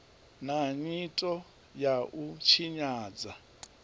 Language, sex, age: Venda, male, 39